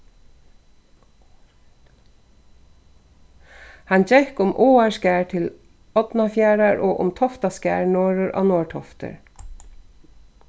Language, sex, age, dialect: Faroese, female, 36-60, Suðurstreymoy